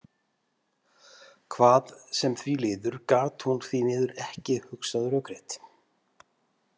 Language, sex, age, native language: Icelandic, male, 50-59, Icelandic